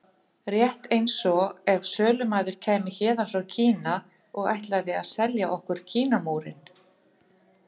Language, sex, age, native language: Icelandic, female, 50-59, Icelandic